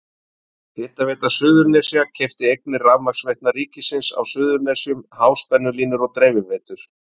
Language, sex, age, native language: Icelandic, male, 30-39, Icelandic